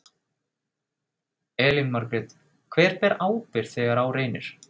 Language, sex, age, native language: Icelandic, male, 30-39, Icelandic